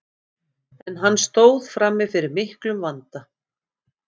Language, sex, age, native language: Icelandic, female, 50-59, Icelandic